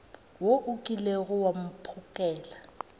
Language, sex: Northern Sotho, female